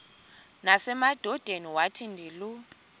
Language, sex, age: Xhosa, female, 20